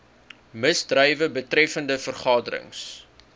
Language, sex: Afrikaans, male